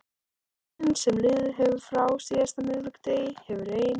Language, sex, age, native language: Icelandic, male, 13, Icelandic